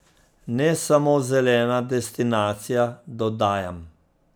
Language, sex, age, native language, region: Slovenian, male, 50-59, Slovenian, Central Slovenia